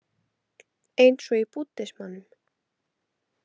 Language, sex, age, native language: Icelandic, female, 18-19, Icelandic